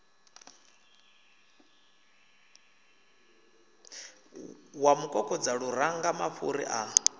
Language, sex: Venda, male